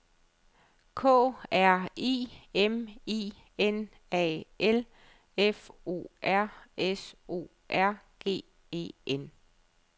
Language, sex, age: Danish, female, 35